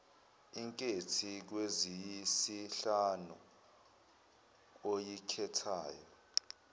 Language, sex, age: Zulu, male, 21